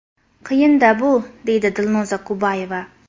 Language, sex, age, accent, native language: Uzbek, female, 25-34, Farg'ona, Uzbek